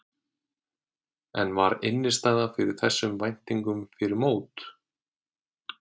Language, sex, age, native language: Icelandic, male, 30-39, Icelandic